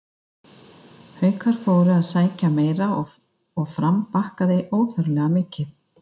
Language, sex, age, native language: Icelandic, female, 50-59, Icelandic